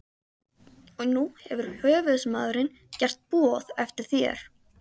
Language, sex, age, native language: Icelandic, female, 13, Icelandic